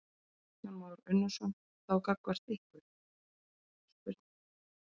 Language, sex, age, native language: Icelandic, female, 30-39, Icelandic